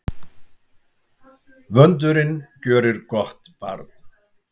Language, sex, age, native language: Icelandic, male, 70-79, Icelandic